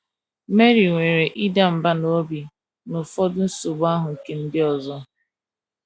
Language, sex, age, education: Igbo, female, 15-29, tertiary